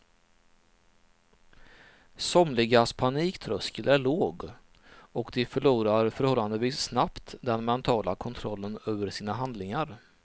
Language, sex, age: Swedish, male, 39